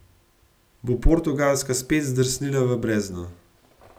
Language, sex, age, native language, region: Slovenian, male, 30-49, Slovenian, Gorenjska region